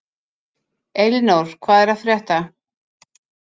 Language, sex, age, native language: Icelandic, female, 50-59, Icelandic